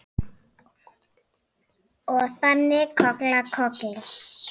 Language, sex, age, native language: Icelandic, female, 6, Icelandic